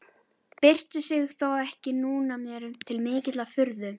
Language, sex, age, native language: Icelandic, female, 12, Icelandic